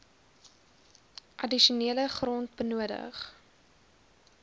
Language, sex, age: Afrikaans, female, 20